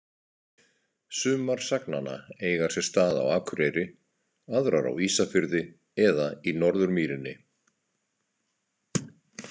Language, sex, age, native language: Icelandic, male, 60-69, Icelandic